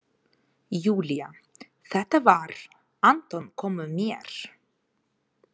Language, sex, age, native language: Icelandic, female, 30-39, Ukrainian